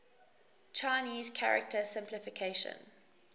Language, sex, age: English, female, 19